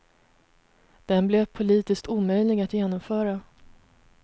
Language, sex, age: Swedish, female, 33